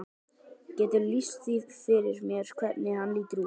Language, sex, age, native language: Icelandic, male, 12, Icelandic